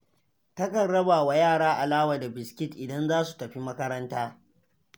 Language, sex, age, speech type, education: Hausa, male, 15-29, read, secondary